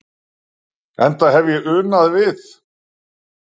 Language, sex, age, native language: Icelandic, male, 60-69, Icelandic